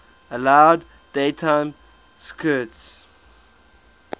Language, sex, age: English, male, 23